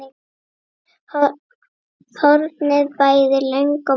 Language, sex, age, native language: Icelandic, female, 8, Icelandic